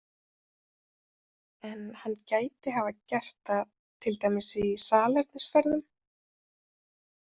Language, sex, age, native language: Icelandic, female, 30-39, Icelandic